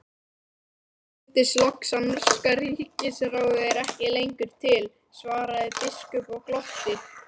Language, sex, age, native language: Icelandic, male, 18-19, Icelandic